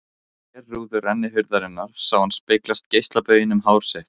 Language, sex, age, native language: Icelandic, male, 15, Icelandic